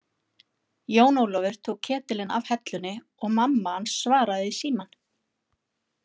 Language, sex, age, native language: Icelandic, female, 40-49, Icelandic